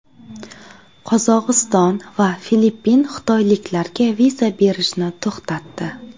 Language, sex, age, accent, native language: Uzbek, female, 19-29, Surxondaryo, Uzbek